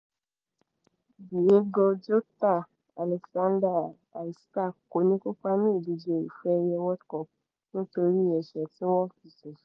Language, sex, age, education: Yoruba, female, 15-29, secondary